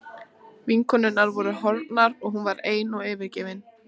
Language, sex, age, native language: Icelandic, female, 14, Icelandic